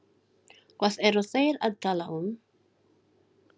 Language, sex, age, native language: Icelandic, female, 40-49, Filipino